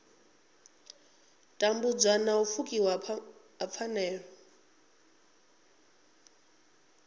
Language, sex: Venda, female